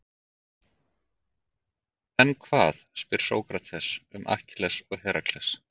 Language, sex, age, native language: Icelandic, male, 40-49, Icelandic